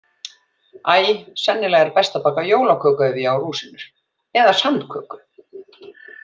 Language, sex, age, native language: Icelandic, female, 40-49, Icelandic